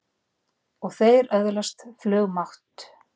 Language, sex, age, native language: Icelandic, female, 40-49, Icelandic